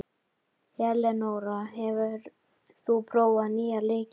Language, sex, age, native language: Icelandic, female, 12, Icelandic